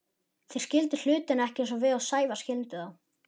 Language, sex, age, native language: Icelandic, male, 11, Icelandic